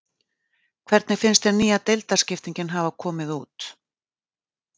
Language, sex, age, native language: Icelandic, female, 40-49, Icelandic